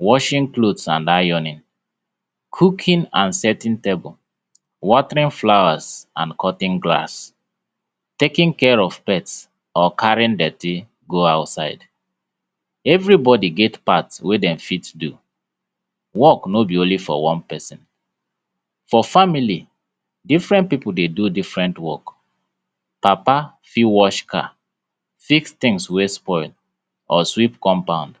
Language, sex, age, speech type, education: Nigerian Pidgin, male, 30-45, spontaneous, tertiary